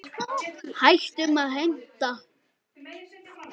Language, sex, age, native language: Icelandic, male, 10, Icelandic